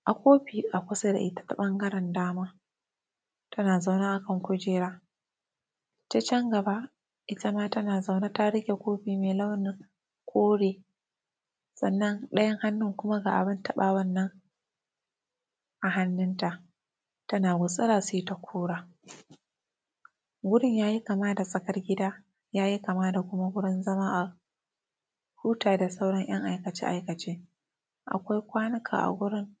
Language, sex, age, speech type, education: Hausa, female, 15-29, spontaneous, tertiary